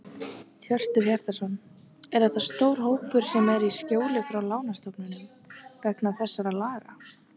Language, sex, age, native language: Icelandic, female, 18-19, Icelandic